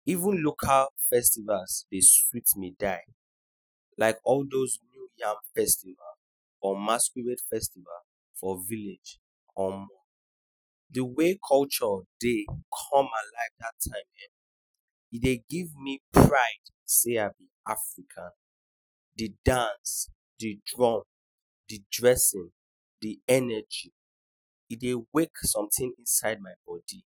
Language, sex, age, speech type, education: Nigerian Pidgin, male, 15-29, spontaneous, tertiary